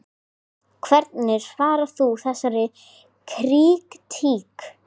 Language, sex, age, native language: Icelandic, female, 10, Icelandic